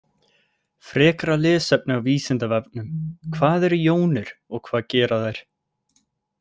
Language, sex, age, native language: Icelandic, male, 18-19, Icelandic